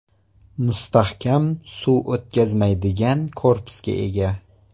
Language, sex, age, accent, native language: Uzbek, male, 18-24, Surxondaryo, Uzbek